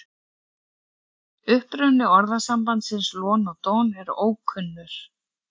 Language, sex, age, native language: Icelandic, female, 40-49, Icelandic